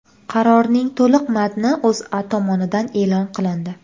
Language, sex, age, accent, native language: Uzbek, female, under 19, Andijon, Uzbek